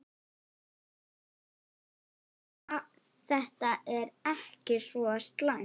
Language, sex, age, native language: Icelandic, female, 8, Icelandic